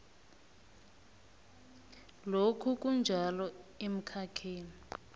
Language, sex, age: South Ndebele, female, 21